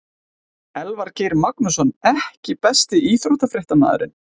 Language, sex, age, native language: Icelandic, male, 20-29, Icelandic